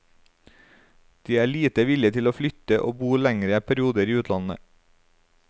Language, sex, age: Norwegian, male, 35